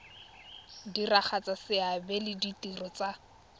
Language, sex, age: Tswana, female, 21